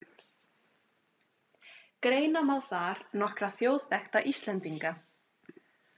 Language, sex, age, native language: Icelandic, female, 20-29, Icelandic